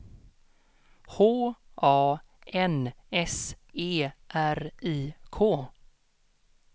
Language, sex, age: Swedish, male, 32